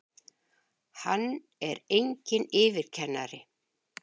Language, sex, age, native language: Icelandic, female, 60-69, Icelandic